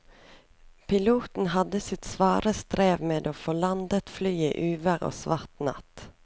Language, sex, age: Norwegian, female, 24